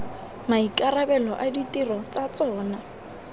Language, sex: Tswana, female